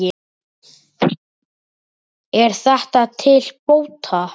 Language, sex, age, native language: Icelandic, male, 7, Icelandic